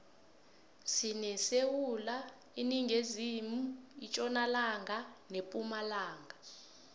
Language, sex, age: South Ndebele, female, 20